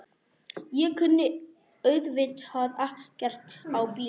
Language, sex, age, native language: Icelandic, male, 11, Icelandic